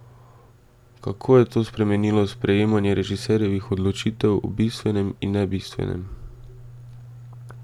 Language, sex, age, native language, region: Slovenian, male, 18-29, Slovenian, Drava region